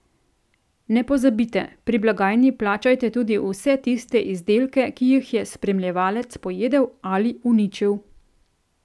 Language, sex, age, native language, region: Slovenian, female, 30-49, Slovenian, Central Slovenia